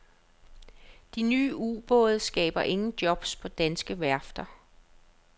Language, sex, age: Danish, female, 35